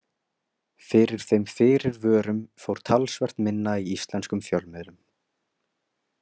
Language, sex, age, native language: Icelandic, male, 20-29, Icelandic